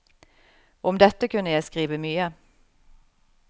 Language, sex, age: Norwegian, female, 38